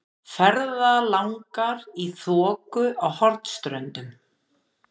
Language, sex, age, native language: Icelandic, female, 50-59, Icelandic